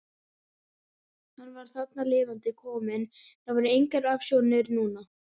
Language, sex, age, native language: Icelandic, male, 11, Icelandic